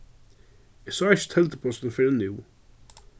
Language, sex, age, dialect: Faroese, male, 36-60, Suðurstreymoy